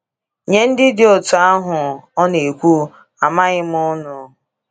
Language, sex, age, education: Igbo, female, 15-29, tertiary